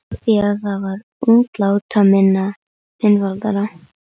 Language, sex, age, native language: Icelandic, female, 11, Icelandic